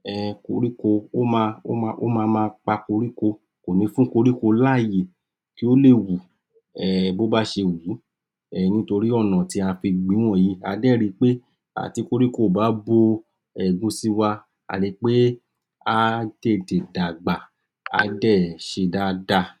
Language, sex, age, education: Yoruba, male, 46-60, tertiary